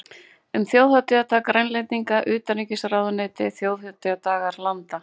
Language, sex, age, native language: Icelandic, female, 18-19, Icelandic